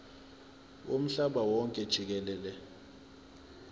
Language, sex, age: Zulu, male, 20